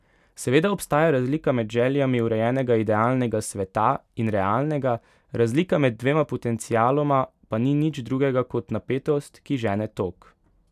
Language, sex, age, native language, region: Slovenian, male, 18-29, Slovenian, Pomurje region